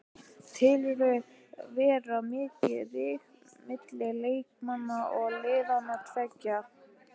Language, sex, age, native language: Icelandic, male, 15, Icelandic